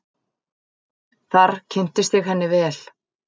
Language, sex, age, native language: Icelandic, female, 40-49, Icelandic